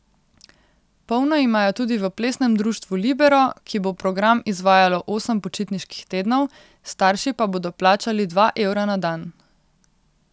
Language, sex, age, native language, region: Slovenian, female, 18-29, Slovenian, Central Slovenia